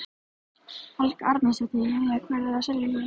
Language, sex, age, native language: Icelandic, female, 13, Icelandic